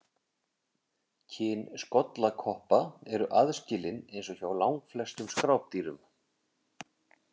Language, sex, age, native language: Icelandic, male, 50-59, Icelandic